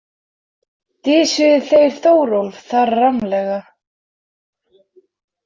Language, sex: Icelandic, female